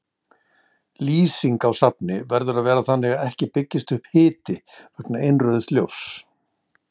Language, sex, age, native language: Icelandic, male, 60-69, Icelandic